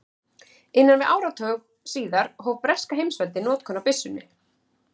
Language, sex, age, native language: Icelandic, female, 40-49, Icelandic